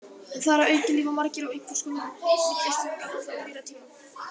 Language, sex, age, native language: Icelandic, male, 18-19, Icelandic